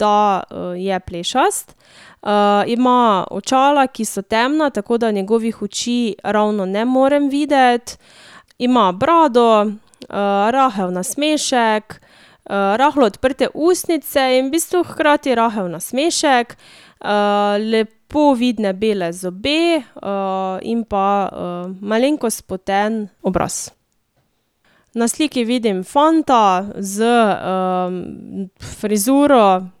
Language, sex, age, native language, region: Slovenian, female, 18-29, Slovenian, Drava region